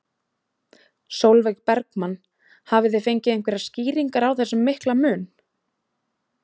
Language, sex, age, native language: Icelandic, female, 20-29, Icelandic